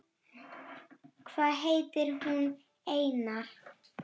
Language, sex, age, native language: Icelandic, female, 9, Icelandic